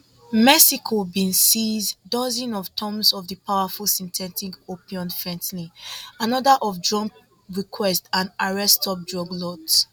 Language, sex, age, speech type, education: Nigerian Pidgin, female, 15-29, spontaneous, tertiary